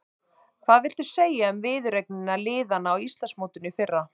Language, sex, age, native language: Icelandic, male, 30-39, Icelandic